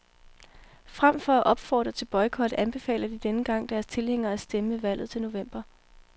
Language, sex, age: Danish, female, 18